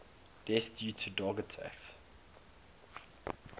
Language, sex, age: English, male, 22